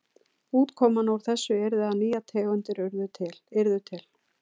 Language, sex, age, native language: Icelandic, female, 40-49, Icelandic